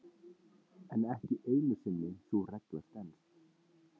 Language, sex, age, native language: Icelandic, male, 30-39, Icelandic